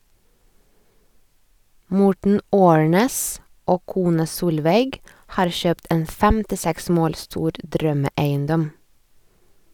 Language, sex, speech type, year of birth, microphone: Norwegian, female, read, 1986, Sennheiser